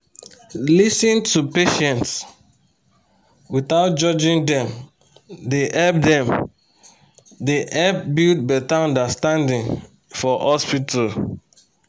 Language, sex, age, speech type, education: Nigerian Pidgin, male, 30-45, spontaneous, tertiary